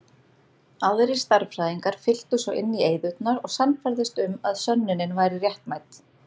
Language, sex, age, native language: Icelandic, female, 30-39, Icelandic